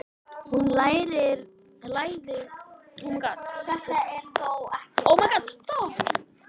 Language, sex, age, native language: Icelandic, female, 9, Icelandic